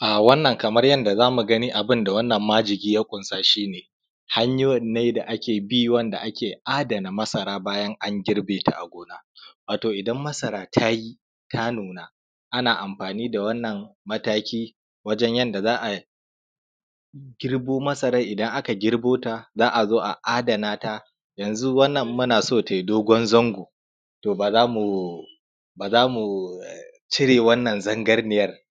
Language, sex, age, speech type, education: Hausa, male, 15-29, spontaneous, tertiary